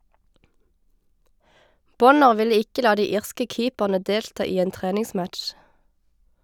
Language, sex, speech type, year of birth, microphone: Norwegian, female, read, 1989, Shure